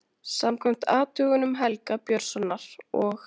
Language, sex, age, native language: Icelandic, female, 20-29, Icelandic